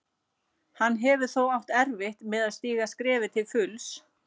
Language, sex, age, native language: Icelandic, female, 40-49, Icelandic